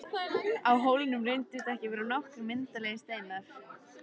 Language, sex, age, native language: Icelandic, female, 13, Icelandic